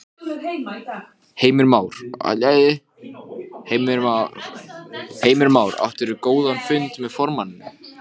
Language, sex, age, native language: Icelandic, male, 14, Icelandic